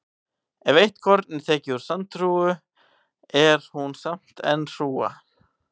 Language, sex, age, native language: Icelandic, male, 18-19, Icelandic